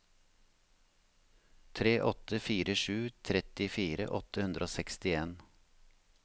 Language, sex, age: Norwegian, male, 53